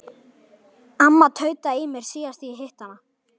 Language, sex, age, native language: Icelandic, male, 11, Icelandic